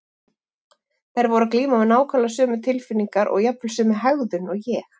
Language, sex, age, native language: Icelandic, female, 40-49, Icelandic